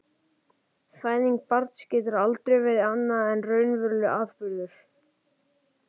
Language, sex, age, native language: Icelandic, male, 11, Icelandic